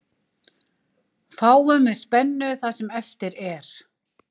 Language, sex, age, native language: Icelandic, female, 60-69, Icelandic